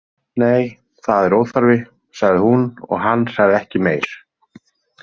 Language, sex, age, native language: Icelandic, male, 30-39, Icelandic